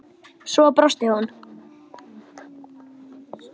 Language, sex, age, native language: Icelandic, male, 10, Icelandic